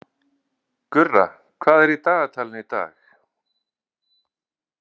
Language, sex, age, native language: Icelandic, male, 40-49, Icelandic